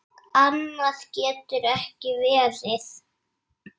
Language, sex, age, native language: Icelandic, male, 7, Icelandic